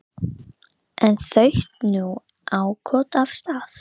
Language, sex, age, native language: Icelandic, female, 11, Icelandic